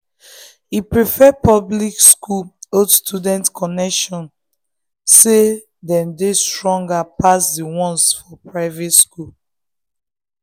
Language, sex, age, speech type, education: Nigerian Pidgin, female, 15-29, spontaneous, tertiary